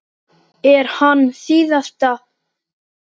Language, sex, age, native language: Icelandic, male, 10, Icelandic